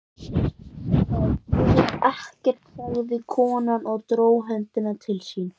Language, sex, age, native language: Icelandic, male, 11, Icelandic